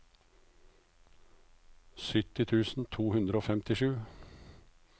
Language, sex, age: Norwegian, male, 56